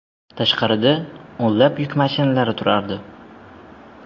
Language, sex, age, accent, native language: Uzbek, male, 12-17, Jizzax, Uzbek